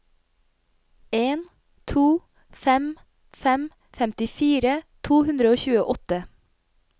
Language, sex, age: Norwegian, female, 25